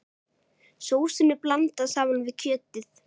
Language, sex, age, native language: Icelandic, male, 9, Icelandic